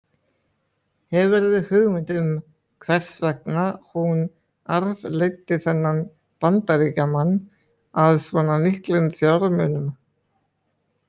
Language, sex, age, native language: Icelandic, male, 20-29, Icelandic